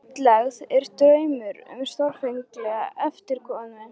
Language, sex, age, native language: Icelandic, female, 13, Icelandic